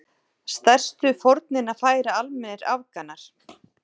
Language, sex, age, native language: Icelandic, female, 40-49, Icelandic